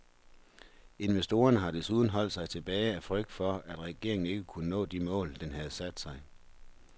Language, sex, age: Danish, male, 43